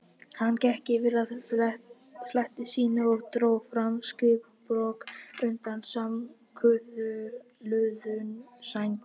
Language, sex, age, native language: Icelandic, female, 50-59, Icelandic